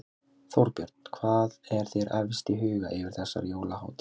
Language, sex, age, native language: Icelandic, male, 20-29, Icelandic